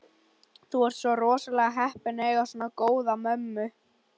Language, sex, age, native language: Icelandic, male, 11, Icelandic